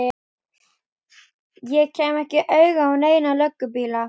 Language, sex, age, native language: Icelandic, female, 12, Icelandic